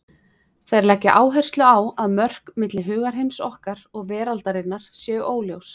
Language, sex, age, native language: Icelandic, female, 20-29, Icelandic